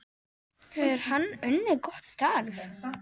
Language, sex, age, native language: Icelandic, male, 9, Polish